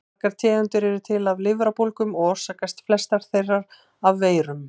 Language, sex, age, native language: Icelandic, female, 40-49, Icelandic